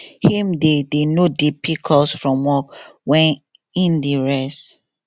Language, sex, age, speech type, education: Nigerian Pidgin, female, 15-29, spontaneous, tertiary